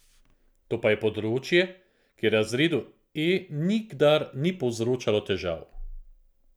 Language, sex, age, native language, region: Slovenian, male, 50-59, Slovenian, Central Slovenia